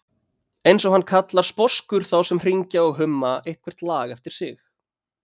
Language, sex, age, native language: Icelandic, male, 30-39, Icelandic